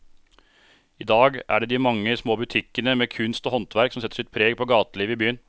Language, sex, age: Norwegian, male, 36